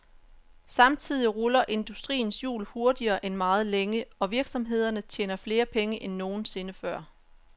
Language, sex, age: Danish, female, 34